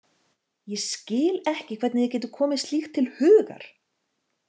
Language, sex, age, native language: Icelandic, female, 30-39, Icelandic